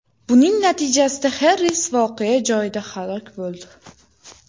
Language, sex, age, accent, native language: Uzbek, female, 18-24, Toshkent shahri, Uzbek